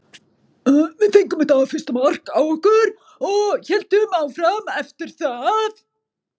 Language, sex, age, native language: Icelandic, female, 40-49, Icelandic